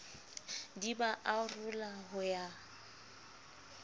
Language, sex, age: Southern Sotho, female, 25